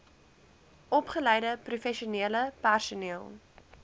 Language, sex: Afrikaans, female